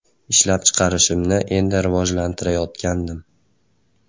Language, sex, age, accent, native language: Uzbek, male, 18-24, Andijon, Uzbek